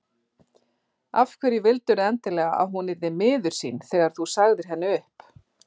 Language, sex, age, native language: Icelandic, female, 40-49, Icelandic